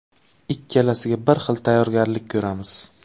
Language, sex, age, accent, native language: Uzbek, male, 18-24, Buxoro, Uzbek